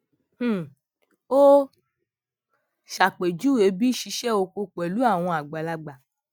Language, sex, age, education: Yoruba, female, 15-29, tertiary